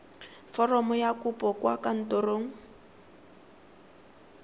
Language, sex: Tswana, female